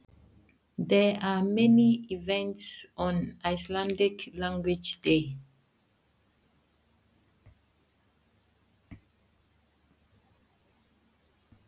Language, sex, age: Icelandic, female, 20-29